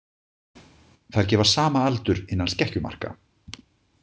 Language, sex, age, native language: Icelandic, male, 50-59, Icelandic